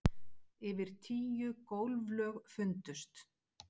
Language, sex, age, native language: Icelandic, female, 50-59, Icelandic